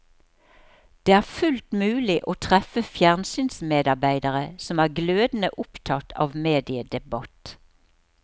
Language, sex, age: Norwegian, female, 63